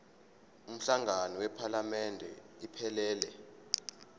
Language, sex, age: Zulu, male, 25